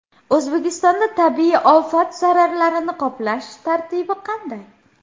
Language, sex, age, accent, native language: Uzbek, female, 18-24, Andijon, Uzbek